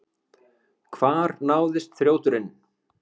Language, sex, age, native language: Icelandic, male, 30-39, Icelandic